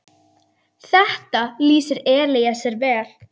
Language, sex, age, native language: Icelandic, female, 10, Icelandic